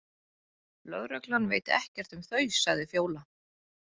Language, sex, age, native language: Icelandic, female, 30-39, Icelandic